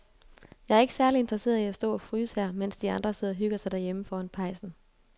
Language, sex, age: Danish, female, 22